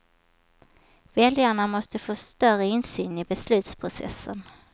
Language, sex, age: Swedish, female, 27